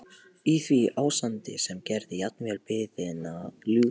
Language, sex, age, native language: Icelandic, male, 18-19, Polish